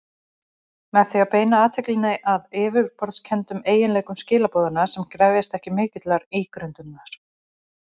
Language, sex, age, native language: Icelandic, female, 40-49, Icelandic